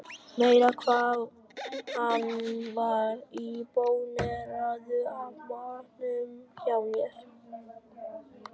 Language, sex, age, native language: Icelandic, male, 11, Vietnamese